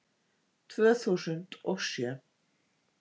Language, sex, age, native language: Icelandic, female, 50-59, Icelandic